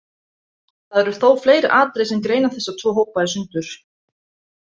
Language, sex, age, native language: Icelandic, female, 30-39, Icelandic